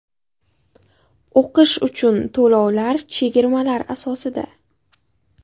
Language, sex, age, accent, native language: Uzbek, female, under 19, Qashqadaryo, Uzbek